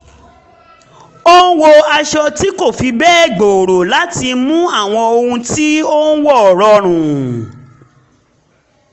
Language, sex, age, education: Yoruba, female, 30-45, tertiary